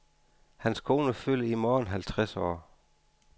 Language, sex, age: Danish, male, 49